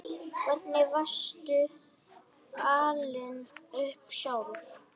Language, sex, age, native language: Icelandic, male, 8, Icelandic